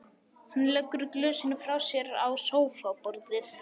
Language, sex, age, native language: Icelandic, male, 11, Icelandic